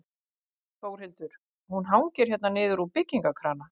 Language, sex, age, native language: Icelandic, female, 50-59, Icelandic